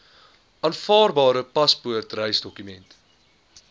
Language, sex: Afrikaans, male